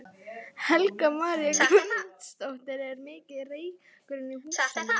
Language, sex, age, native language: Icelandic, female, 11, Icelandic